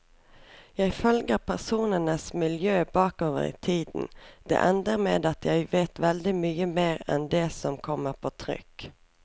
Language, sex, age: Norwegian, female, 24